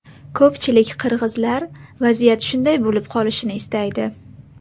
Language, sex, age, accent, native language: Uzbek, female, 18-24, Buxoro, Uzbek